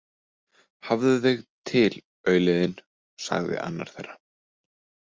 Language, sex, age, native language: Icelandic, male, 30-39, Icelandic